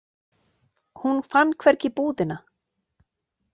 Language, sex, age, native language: Icelandic, female, 40-49, Icelandic